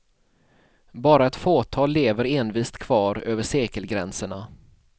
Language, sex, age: Swedish, male, 31